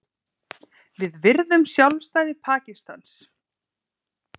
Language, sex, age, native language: Icelandic, female, 30-39, Icelandic